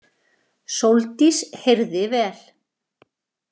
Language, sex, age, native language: Icelandic, female, 40-49, Icelandic